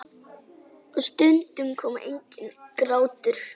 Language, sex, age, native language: Icelandic, female, 7, Icelandic